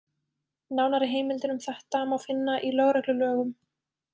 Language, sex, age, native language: Icelandic, female, 20-29, Icelandic